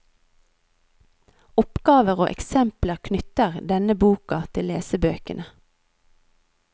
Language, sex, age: Norwegian, female, 39